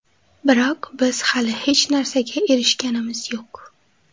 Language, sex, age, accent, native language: Uzbek, female, 18-24, Xorazm, Uzbek